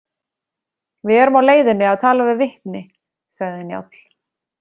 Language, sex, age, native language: Icelandic, female, 30-39, Icelandic